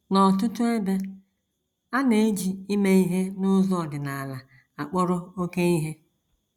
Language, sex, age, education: Igbo, female, 46-60, tertiary